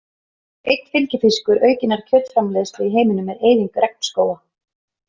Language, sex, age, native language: Icelandic, female, 30-39, Icelandic